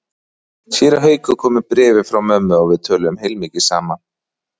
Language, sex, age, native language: Icelandic, male, 40-49, Icelandic